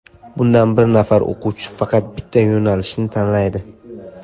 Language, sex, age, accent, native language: Uzbek, male, 19-29, Samarqand, Uzbek